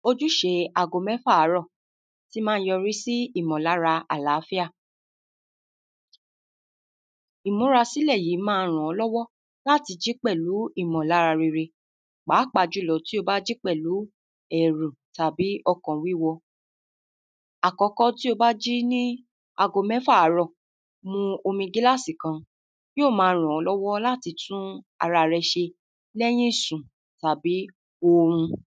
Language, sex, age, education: Yoruba, female, 15-29, tertiary